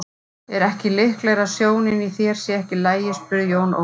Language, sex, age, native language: Icelandic, female, 40-49, Icelandic